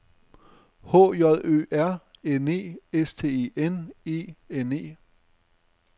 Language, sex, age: Danish, male, 35